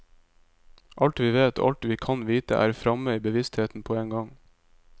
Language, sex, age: Norwegian, male, 22